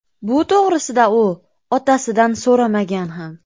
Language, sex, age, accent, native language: Uzbek, female, 25-34, Farg'ona, Uzbek